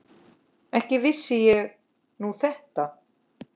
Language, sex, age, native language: Icelandic, female, 10, Icelandic